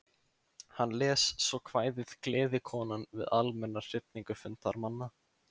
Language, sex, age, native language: Icelandic, male, 15, Icelandic